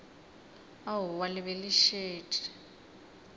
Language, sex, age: Northern Sotho, female, 22